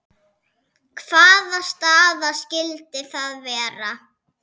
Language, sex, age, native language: Icelandic, female, 6, Icelandic